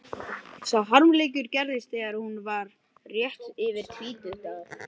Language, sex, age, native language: Icelandic, male, 12, Icelandic